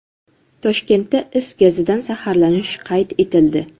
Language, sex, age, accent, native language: Uzbek, female, 12-17, Jizzax, Uzbek